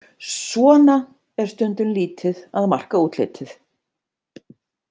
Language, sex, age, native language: Icelandic, female, 50-59, Icelandic